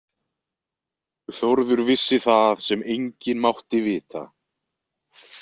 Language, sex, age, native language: Icelandic, male, 20-29, Icelandic